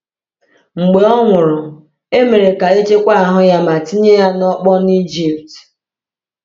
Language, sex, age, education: Igbo, female, 30-45, tertiary